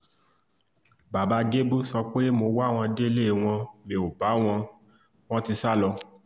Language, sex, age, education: Yoruba, male, 15-29, tertiary